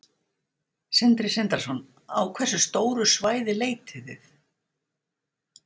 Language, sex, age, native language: Icelandic, female, 60-69, Icelandic